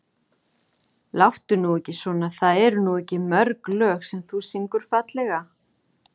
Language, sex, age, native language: Icelandic, female, 40-49, Icelandic